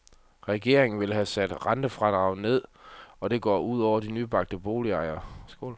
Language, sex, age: Danish, male, 30